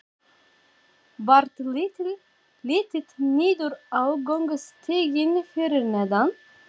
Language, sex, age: Icelandic, female, 40-49